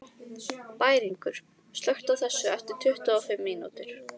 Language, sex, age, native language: Icelandic, female, 13, Icelandic